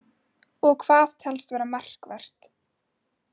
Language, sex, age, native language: Icelandic, female, 18-19, Icelandic